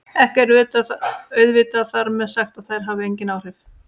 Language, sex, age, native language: Icelandic, female, 30-39, Icelandic